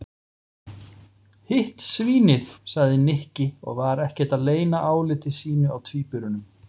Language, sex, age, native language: Icelandic, male, 40-49, Icelandic